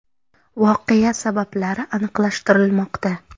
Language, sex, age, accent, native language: Uzbek, female, 12-17, Sirdaryo, Uzbek